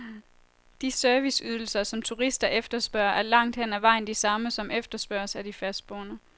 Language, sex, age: Danish, female, 23